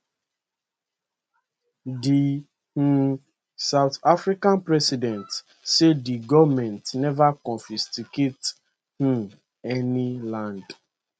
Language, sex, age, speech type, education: Nigerian Pidgin, male, 15-29, spontaneous, secondary